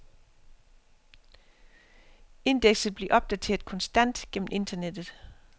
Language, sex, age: Danish, female, 50